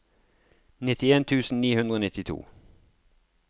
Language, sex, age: Norwegian, male, 33